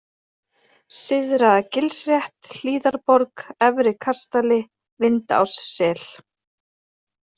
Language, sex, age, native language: Icelandic, female, 30-39, Icelandic